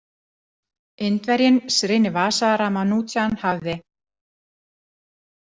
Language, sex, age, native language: Icelandic, female, 40-49, Icelandic